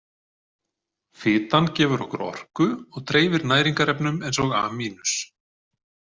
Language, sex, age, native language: Icelandic, male, 40-49, Icelandic